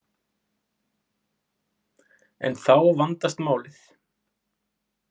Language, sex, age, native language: Icelandic, male, 20-29, Icelandic